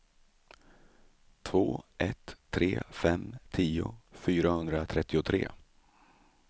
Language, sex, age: Swedish, male, 35